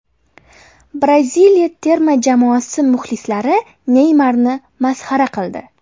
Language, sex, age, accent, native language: Uzbek, female, 18-24, Toshkent shahri, Uzbek